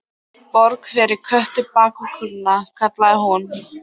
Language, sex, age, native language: Icelandic, female, 13, Icelandic